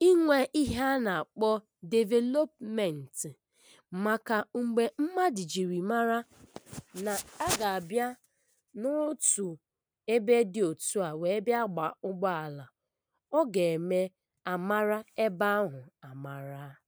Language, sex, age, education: Igbo, female, 15-29, primary